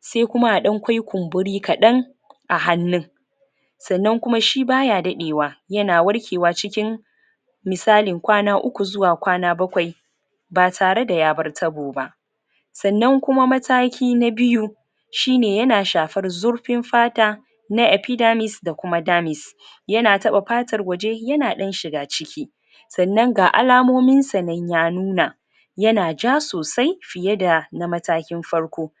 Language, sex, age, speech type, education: Hausa, female, 30-45, spontaneous, tertiary